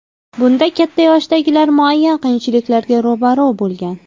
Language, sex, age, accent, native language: Uzbek, female, 19-29, Farg'ona, Uzbek